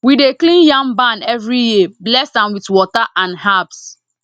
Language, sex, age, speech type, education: Nigerian Pidgin, female, 30-45, spontaneous, tertiary